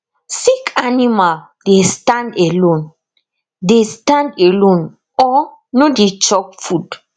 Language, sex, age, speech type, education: Nigerian Pidgin, female, 15-29, spontaneous, tertiary